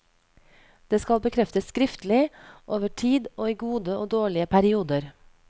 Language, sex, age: Norwegian, female, 31